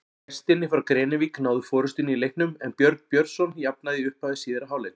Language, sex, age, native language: Icelandic, male, 40-49, Icelandic